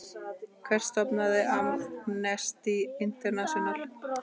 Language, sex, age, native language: Icelandic, female, 30-39, Icelandic